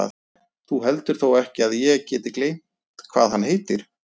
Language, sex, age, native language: Icelandic, male, 30-39, Icelandic